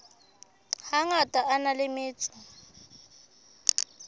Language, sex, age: Southern Sotho, female, 22